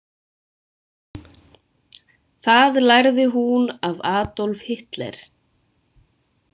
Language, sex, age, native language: Icelandic, female, 20-29, Icelandic